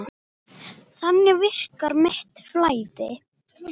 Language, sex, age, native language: Icelandic, female, 10, Icelandic